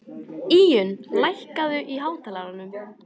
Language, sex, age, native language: Icelandic, female, 18-19, Icelandic